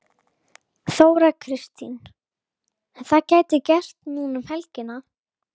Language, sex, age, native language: Icelandic, female, 11, Icelandic